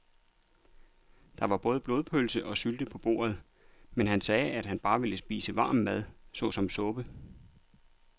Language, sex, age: Danish, male, 39